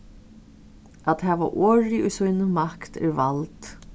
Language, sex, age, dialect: Faroese, female, 36-60, Suðurstreymoy